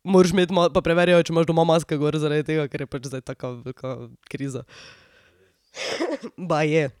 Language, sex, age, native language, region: Slovenian, female, 18-29, Slovenian, Drava region